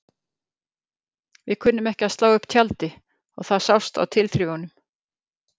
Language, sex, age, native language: Icelandic, female, 50-59, Icelandic